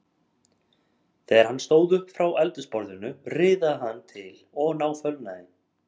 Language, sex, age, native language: Icelandic, male, 30-39, Icelandic